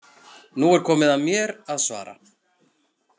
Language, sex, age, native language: Icelandic, male, 40-49, Icelandic